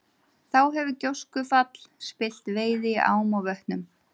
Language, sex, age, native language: Icelandic, female, 30-39, Icelandic